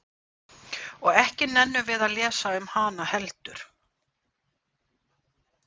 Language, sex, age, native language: Icelandic, female, 60-69, Icelandic